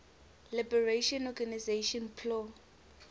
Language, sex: English, female